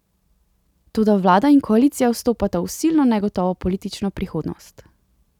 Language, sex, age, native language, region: Slovenian, female, 18-29, Slovenian, Central Slovenia